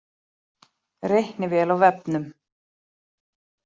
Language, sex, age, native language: Icelandic, female, 40-49, Icelandic